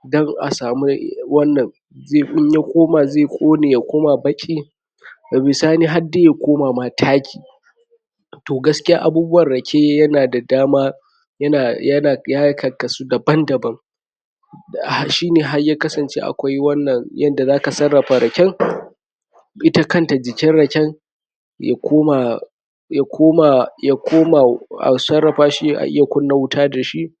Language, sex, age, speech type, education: Hausa, male, 46-60, spontaneous, tertiary